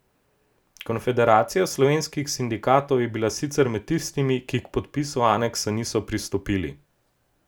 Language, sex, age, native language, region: Slovenian, male, 18-29, Slovenian, Gorenjska region